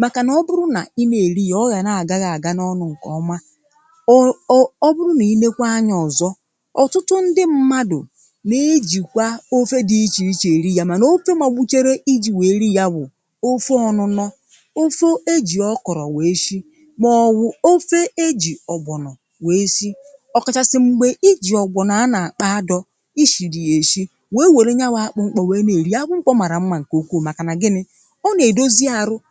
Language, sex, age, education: Igbo, female, 30-45, primary